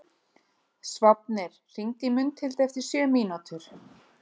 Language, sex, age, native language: Icelandic, female, 30-39, Icelandic